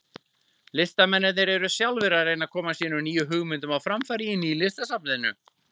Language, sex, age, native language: Icelandic, male, 40-49, Icelandic